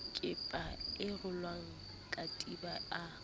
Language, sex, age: Southern Sotho, female, 19